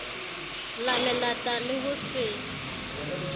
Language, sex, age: Southern Sotho, female, 35